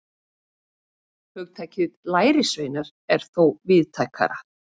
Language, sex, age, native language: Icelandic, female, 40-49, Icelandic